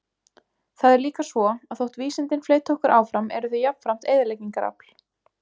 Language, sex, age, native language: Icelandic, female, 20-29, Icelandic